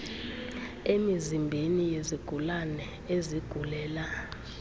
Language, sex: Xhosa, female